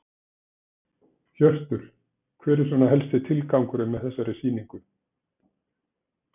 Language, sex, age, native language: Icelandic, male, 60-69, Icelandic